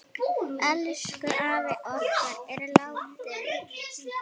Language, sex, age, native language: Icelandic, female, 8, Icelandic